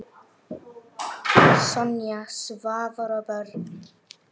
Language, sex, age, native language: Icelandic, female, 8, Icelandic